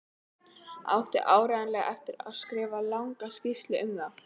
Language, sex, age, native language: Icelandic, female, 12, Icelandic